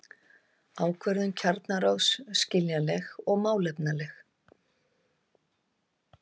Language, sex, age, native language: Icelandic, female, 50-59, Icelandic